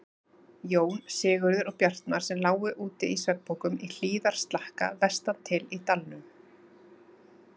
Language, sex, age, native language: Icelandic, female, 30-39, Icelandic